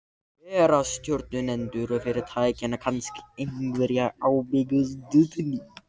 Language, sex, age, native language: Icelandic, male, 14, Icelandic